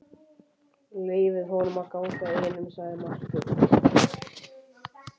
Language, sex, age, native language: Icelandic, male, 11, Icelandic